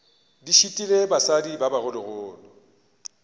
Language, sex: Northern Sotho, male